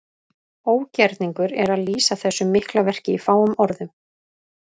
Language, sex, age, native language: Icelandic, female, 30-39, Icelandic